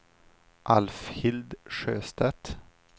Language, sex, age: Swedish, male, 25